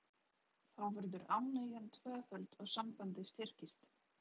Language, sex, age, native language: Icelandic, female, 30-39, Polish